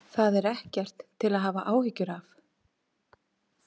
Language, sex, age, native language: Icelandic, female, 40-49, Icelandic